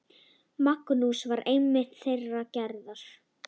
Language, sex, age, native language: Icelandic, male, 9, Icelandic